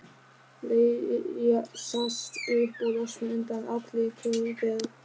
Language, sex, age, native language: Icelandic, male, 13, German